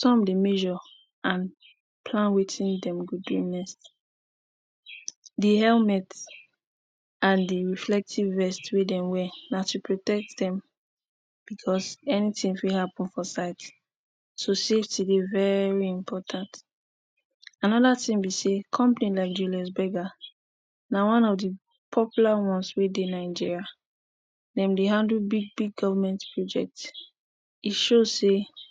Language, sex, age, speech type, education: Nigerian Pidgin, female, 15-29, spontaneous, tertiary